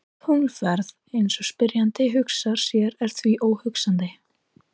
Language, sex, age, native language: Icelandic, female, 18-19, Icelandic